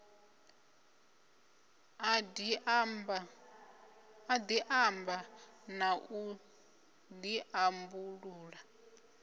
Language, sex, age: Venda, female, 25